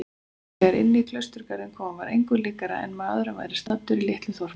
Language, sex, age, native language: Icelandic, female, 30-39, Icelandic